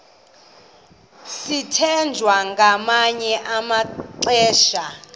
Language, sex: Xhosa, female